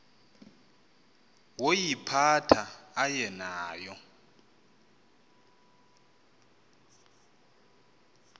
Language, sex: Xhosa, male